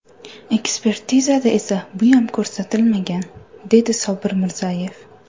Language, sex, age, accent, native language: Uzbek, female, 18-24, Surxondaryo, Uzbek